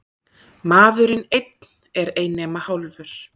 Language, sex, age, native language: Icelandic, female, 30-39, Icelandic